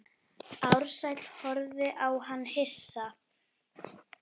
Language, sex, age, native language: Icelandic, female, 8, Icelandic